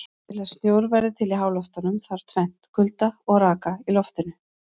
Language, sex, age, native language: Icelandic, female, 40-49, Icelandic